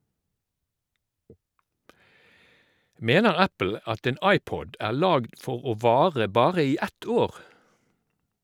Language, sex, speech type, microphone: Norwegian, male, read, Shure